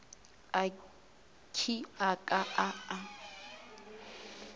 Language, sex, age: Northern Sotho, female, 24